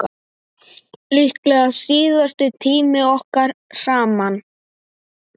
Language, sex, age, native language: Icelandic, male, 9, Icelandic